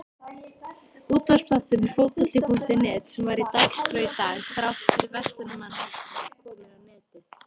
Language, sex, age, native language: Icelandic, female, 18-19, Icelandic